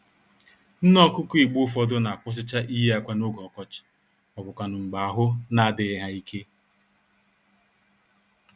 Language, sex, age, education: Igbo, male, 46-60, tertiary